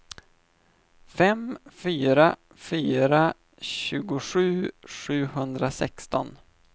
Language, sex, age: Swedish, male, 25